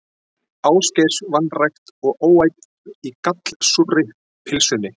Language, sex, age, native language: Icelandic, male, 40-49, Icelandic